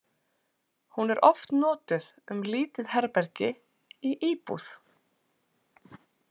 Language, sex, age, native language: Icelandic, female, 40-49, Icelandic